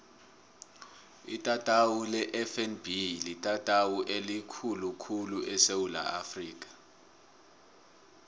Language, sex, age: South Ndebele, male, 24